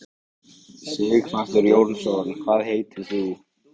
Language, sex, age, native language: Icelandic, male, 15, Icelandic